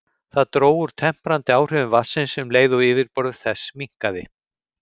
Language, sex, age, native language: Icelandic, male, 50-59, Icelandic